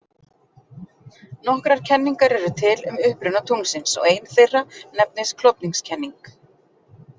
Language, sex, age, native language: Icelandic, female, 40-49, Icelandic